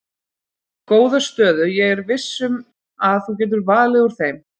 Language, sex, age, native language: Icelandic, female, 30-39, Icelandic